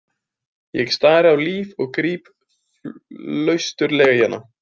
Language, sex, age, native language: Icelandic, male, 20-29, Icelandic